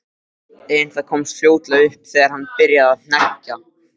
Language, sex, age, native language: Icelandic, male, 13, Icelandic